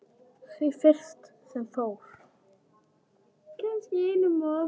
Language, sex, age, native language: Icelandic, female, 10, Icelandic